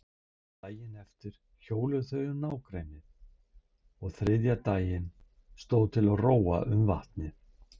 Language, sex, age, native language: Icelandic, male, 60-69, Icelandic